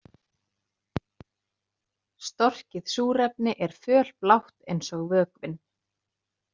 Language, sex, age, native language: Icelandic, female, 30-39, Icelandic